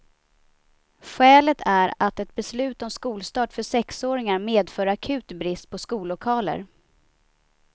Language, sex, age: Swedish, female, 29